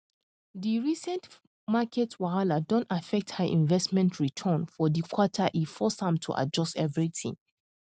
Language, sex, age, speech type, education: Nigerian Pidgin, female, 15-29, spontaneous, tertiary